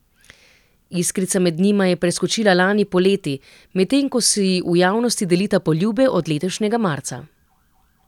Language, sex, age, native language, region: Slovenian, female, 30-49, Slovenian, Central Slovenia